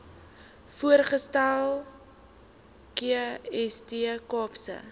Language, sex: Afrikaans, female